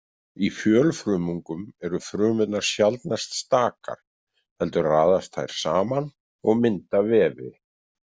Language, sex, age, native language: Icelandic, male, 50-59, Icelandic